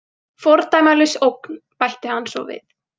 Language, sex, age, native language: Icelandic, female, 18-19, Icelandic